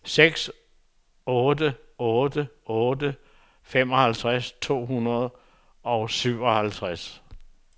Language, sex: Danish, male